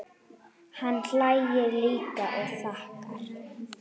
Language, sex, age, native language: Icelandic, female, 9, Icelandic